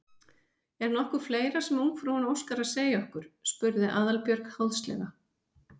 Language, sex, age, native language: Icelandic, female, 50-59, Icelandic